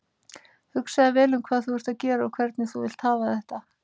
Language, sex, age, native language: Icelandic, female, 30-39, Icelandic